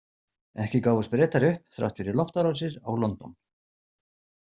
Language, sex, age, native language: Icelandic, male, 40-49, Icelandic